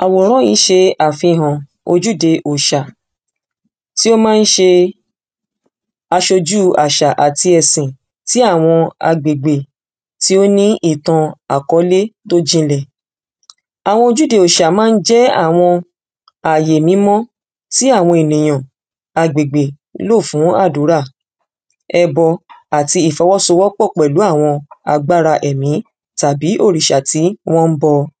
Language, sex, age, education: Yoruba, female, 30-45, secondary